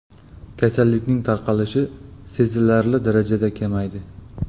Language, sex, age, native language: Uzbek, male, 25-34, Uzbek